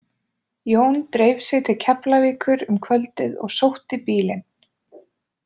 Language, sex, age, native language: Icelandic, female, 20-29, Icelandic